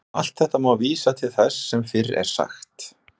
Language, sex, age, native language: Icelandic, male, 60-69, Icelandic